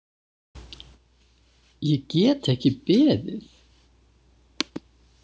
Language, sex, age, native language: Icelandic, female, 70-79, Icelandic